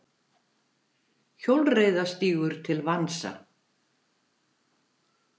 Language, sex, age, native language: Icelandic, female, 70-79, Icelandic